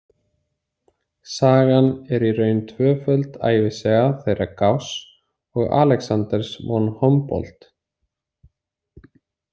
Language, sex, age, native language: Icelandic, male, 30-39, Icelandic